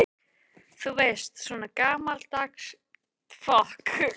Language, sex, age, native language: Icelandic, female, 18-19, Icelandic